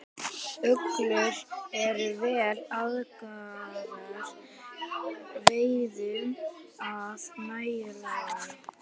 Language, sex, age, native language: Icelandic, female, 18-19, Icelandic